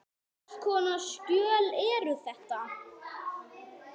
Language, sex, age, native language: Icelandic, male, 6, Icelandic